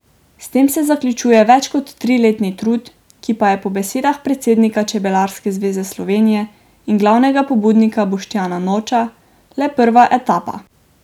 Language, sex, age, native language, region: Slovenian, female, 18-29, Slovenian, Drava region